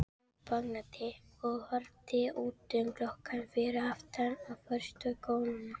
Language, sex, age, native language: Icelandic, female, 13, Filipino